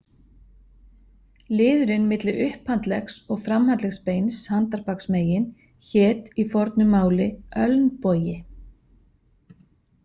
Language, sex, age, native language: Icelandic, female, 50-59, Icelandic